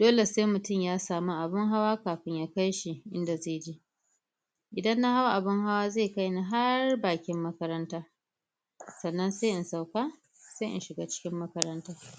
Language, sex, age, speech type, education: Hausa, female, 30-45, spontaneous, tertiary